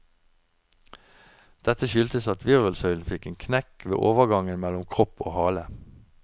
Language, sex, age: Norwegian, male, 49